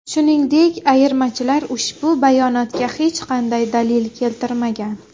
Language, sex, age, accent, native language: Uzbek, female, 19-29, Xorazm, Uzbek